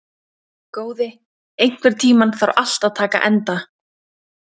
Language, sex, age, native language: Icelandic, female, 20-29, Icelandic